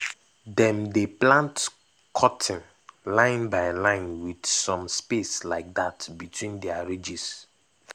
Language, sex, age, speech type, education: Nigerian Pidgin, male, 15-29, spontaneous, tertiary